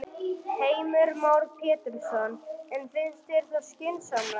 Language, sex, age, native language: Icelandic, male, 11, Icelandic